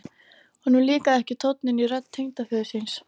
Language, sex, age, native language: Icelandic, female, 13, Icelandic